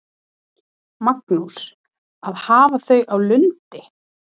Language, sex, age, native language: Icelandic, female, 30-39, Icelandic